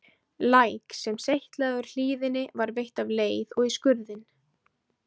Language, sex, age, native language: Icelandic, female, 20-29, Icelandic